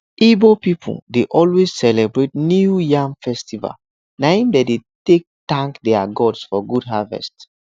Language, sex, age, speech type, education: Nigerian Pidgin, male, 15-29, spontaneous, tertiary